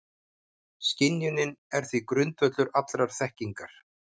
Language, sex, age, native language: Icelandic, male, 50-59, Icelandic